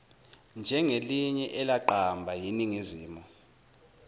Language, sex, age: Zulu, male, 19